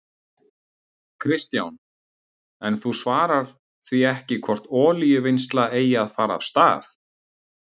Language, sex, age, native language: Icelandic, male, 30-39, Icelandic